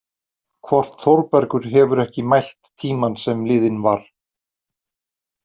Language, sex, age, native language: Icelandic, male, 40-49, Icelandic